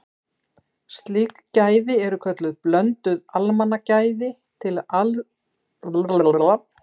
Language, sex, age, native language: Icelandic, female, 60-69, Icelandic